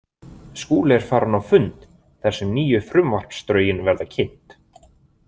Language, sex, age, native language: Icelandic, male, 20-29, Icelandic